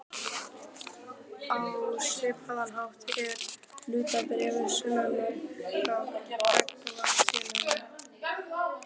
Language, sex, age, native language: Icelandic, male, 12, Icelandic